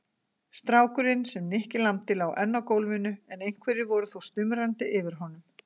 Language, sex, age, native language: Icelandic, female, 40-49, Icelandic